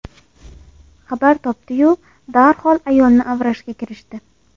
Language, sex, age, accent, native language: Uzbek, female, 18-24, Andijon, Uzbek